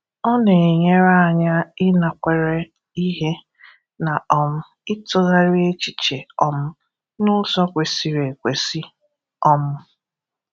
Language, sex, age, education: Igbo, female, 15-29, tertiary